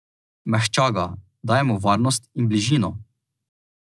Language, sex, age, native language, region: Slovenian, male, 18-29, Slovenian, Drava region